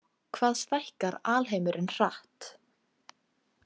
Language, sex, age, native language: Icelandic, female, 18-19, Icelandic